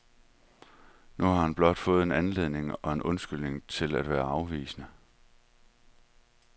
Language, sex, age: Danish, male, 31